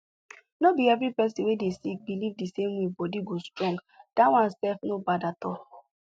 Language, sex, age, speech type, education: Nigerian Pidgin, female, 15-29, spontaneous, tertiary